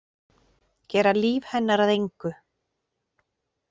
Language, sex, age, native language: Icelandic, female, 40-49, Icelandic